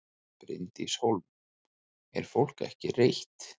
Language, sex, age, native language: Icelandic, male, 30-39, Icelandic